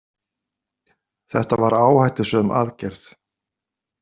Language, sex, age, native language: Icelandic, male, 50-59, Icelandic